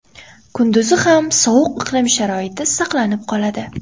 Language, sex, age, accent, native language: Uzbek, female, 18-24, Qoraqalpog'iston, Uzbek